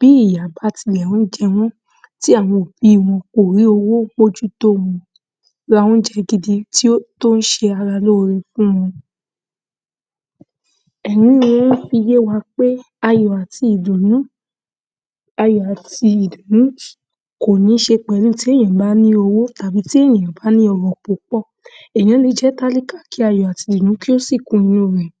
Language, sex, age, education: Yoruba, female, 46-60, secondary